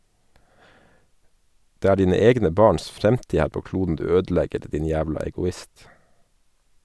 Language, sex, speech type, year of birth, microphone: Norwegian, male, read, 1979, Sennheiser